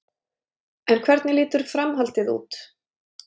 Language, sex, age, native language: Icelandic, female, 30-39, Icelandic